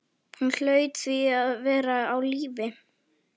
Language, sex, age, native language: Icelandic, female, 11, Icelandic